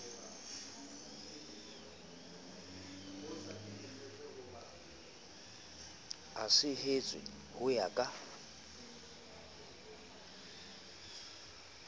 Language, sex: Southern Sotho, male